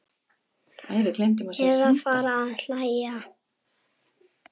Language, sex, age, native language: Icelandic, male, 7, Icelandic